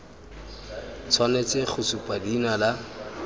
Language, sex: Tswana, male